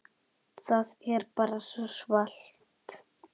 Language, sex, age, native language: Icelandic, male, 10, Icelandic